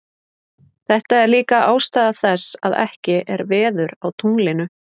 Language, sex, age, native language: Icelandic, female, 30-39, Icelandic